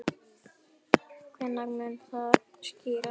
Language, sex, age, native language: Icelandic, female, 10, Icelandic